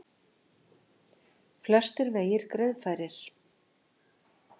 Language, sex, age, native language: Icelandic, female, 50-59, Icelandic